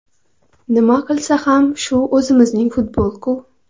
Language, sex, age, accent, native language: Uzbek, female, 18-24, Qoraqalpog'iston, Karakalpak